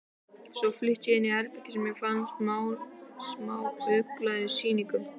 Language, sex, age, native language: Icelandic, male, 11, Icelandic